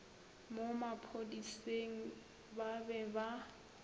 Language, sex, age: Northern Sotho, female, 21